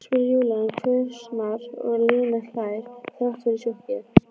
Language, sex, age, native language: Icelandic, female, 12, Icelandic